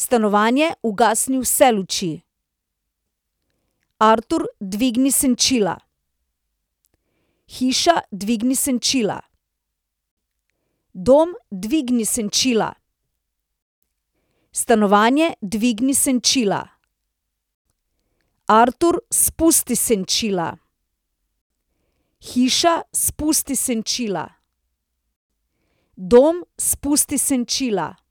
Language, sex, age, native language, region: Slovenian, female, 30-49, Slovenian, Central Slovenia